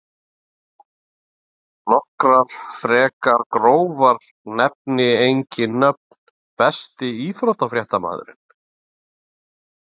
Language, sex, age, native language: Icelandic, male, 40-49, Icelandic